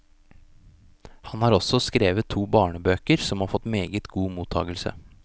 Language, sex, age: Norwegian, male, 29